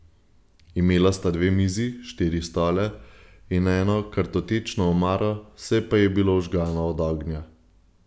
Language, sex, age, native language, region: Slovenian, male, 18-29, Slovenian, Gorenjska region